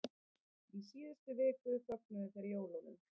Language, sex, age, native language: Icelandic, female, 30-39, Icelandic